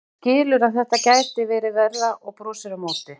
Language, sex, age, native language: Icelandic, female, 40-49, Icelandic